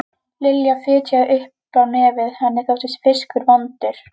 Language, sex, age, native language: Icelandic, female, 11, Icelandic